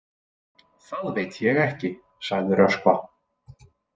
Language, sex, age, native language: Icelandic, male, 20-29, Icelandic